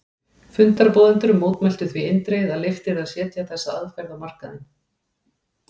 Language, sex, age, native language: Icelandic, female, 40-49, Icelandic